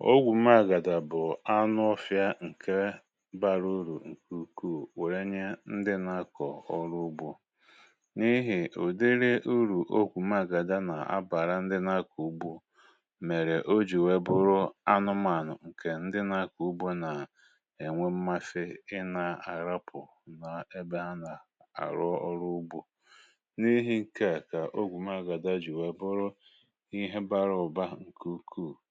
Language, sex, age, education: Igbo, male, 46-60, tertiary